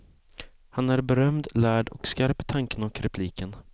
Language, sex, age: Swedish, male, 18